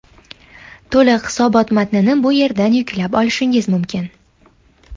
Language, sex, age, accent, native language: Uzbek, female, 19-29, Andijon, Uzbek